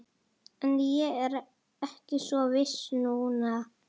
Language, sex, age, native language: Icelandic, female, 40-49, Italian